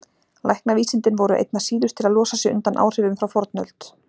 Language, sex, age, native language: Icelandic, female, 40-49, Icelandic